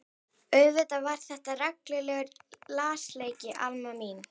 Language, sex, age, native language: Icelandic, female, 11, Icelandic